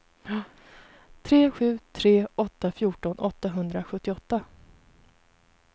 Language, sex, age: Swedish, female, 33